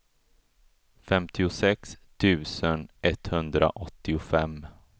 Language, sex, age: Swedish, male, 34